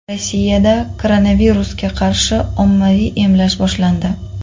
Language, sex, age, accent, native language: Uzbek, female, 25-34, Qoraqalpog'iston, Uzbek